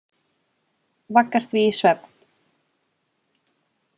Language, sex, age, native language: Icelandic, female, 20-29, Icelandic